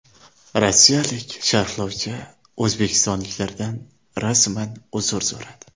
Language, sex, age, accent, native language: Uzbek, male, 19-29, Samarqand, Uzbek